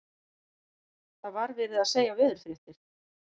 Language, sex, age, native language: Icelandic, female, 50-59, Icelandic